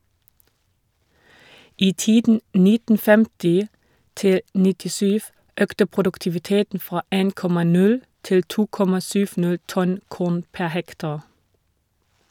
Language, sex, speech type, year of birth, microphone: Norwegian, female, read, 1979, Shure